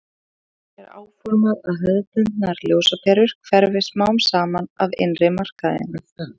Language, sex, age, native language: Icelandic, female, 30-39, Icelandic